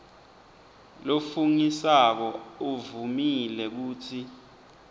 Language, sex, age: Swati, male, 20